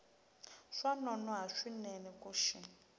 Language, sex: Tsonga, female